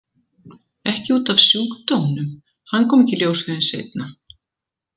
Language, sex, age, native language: Icelandic, female, 70-79, Icelandic